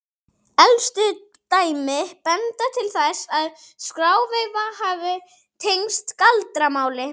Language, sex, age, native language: Icelandic, female, 40-49, Icelandic